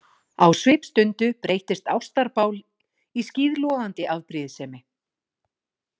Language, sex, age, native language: Icelandic, female, 40-49, Icelandic